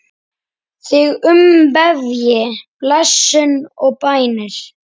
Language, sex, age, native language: Icelandic, male, 10, Icelandic